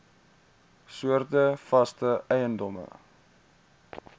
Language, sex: Afrikaans, male